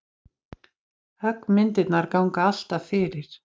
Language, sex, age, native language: Icelandic, female, 50-59, Icelandic